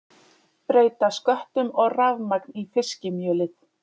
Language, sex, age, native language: Icelandic, female, 30-39, Icelandic